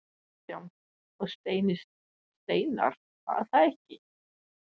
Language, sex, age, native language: Icelandic, female, 60-69, Danish